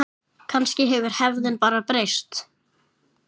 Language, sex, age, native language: Icelandic, male, 9, Icelandic